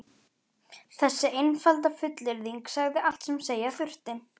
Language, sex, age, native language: Icelandic, female, 11, Icelandic